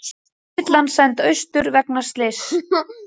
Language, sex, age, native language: Icelandic, female, 30-39, Icelandic